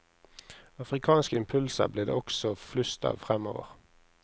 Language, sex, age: Norwegian, male, 26